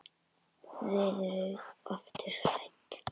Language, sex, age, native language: Icelandic, female, 10, Icelandic